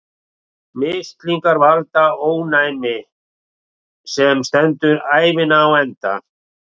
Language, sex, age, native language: Icelandic, male, 40-49, Icelandic